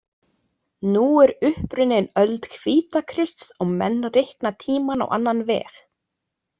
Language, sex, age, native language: Icelandic, female, 20-29, Icelandic